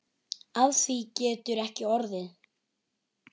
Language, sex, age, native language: Icelandic, male, 9, Icelandic